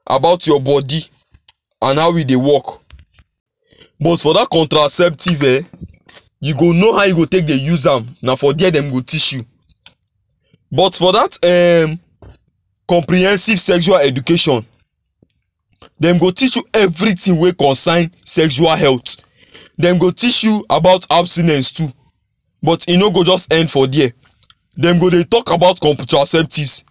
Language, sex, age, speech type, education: Nigerian Pidgin, male, 15-29, spontaneous, tertiary